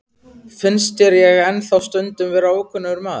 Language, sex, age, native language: Icelandic, male, 15, Icelandic